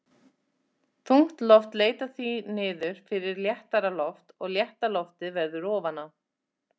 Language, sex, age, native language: Icelandic, female, 30-39, Icelandic